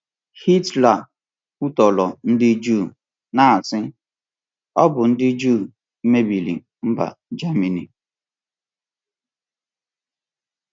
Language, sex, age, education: Igbo, male, 15-29, tertiary